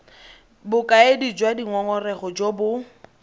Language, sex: Tswana, female